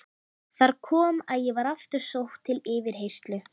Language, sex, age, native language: Icelandic, female, 13, Icelandic